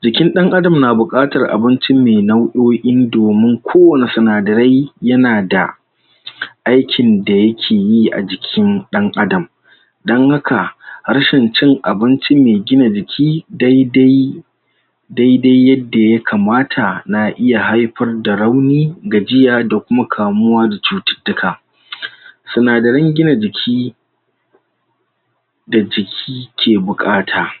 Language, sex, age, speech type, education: Hausa, male, 46-60, spontaneous, tertiary